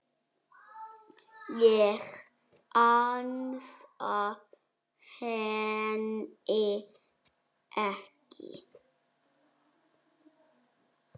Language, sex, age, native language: Icelandic, male, 6, Icelandic